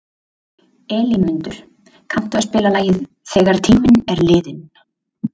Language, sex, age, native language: Icelandic, female, 20-29, Icelandic